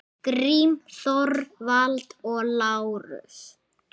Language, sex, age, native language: Icelandic, male, 8, Icelandic